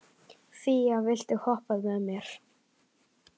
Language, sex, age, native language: Icelandic, male, 11, Icelandic